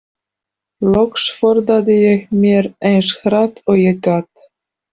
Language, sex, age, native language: Icelandic, female, 40-49, Polish